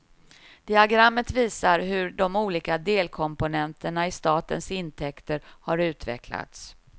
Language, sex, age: Swedish, female, 53